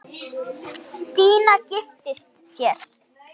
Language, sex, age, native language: Icelandic, female, 8, Icelandic